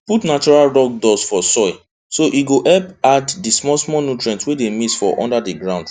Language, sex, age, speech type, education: Nigerian Pidgin, male, 15-29, spontaneous, tertiary